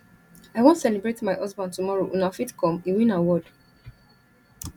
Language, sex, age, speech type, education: Nigerian Pidgin, female, 15-29, spontaneous, tertiary